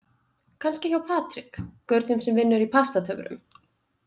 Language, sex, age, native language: Icelandic, female, 20-29, Icelandic